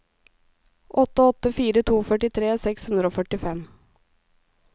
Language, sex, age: Norwegian, female, 37